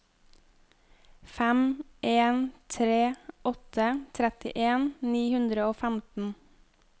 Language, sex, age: Norwegian, female, 25